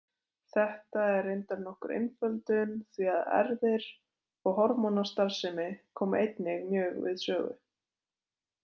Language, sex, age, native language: Icelandic, female, 20-29, Icelandic